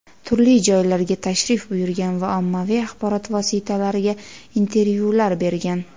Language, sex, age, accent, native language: Uzbek, female, 18-24, Jizzax, Uzbek